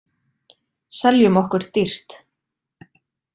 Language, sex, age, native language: Icelandic, female, 20-29, Icelandic